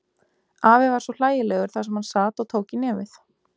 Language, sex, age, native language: Icelandic, female, 20-29, Icelandic